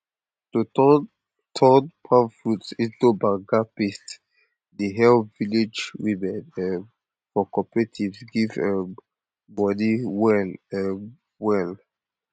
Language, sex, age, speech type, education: Nigerian Pidgin, male, 15-29, spontaneous, tertiary